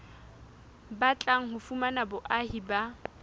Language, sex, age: Southern Sotho, female, 20